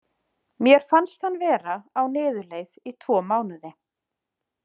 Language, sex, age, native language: Icelandic, female, 30-39, Icelandic